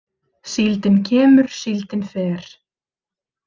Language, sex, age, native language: Icelandic, female, 30-39, Icelandic